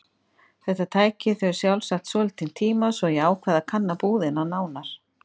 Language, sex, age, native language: Icelandic, female, 50-59, Icelandic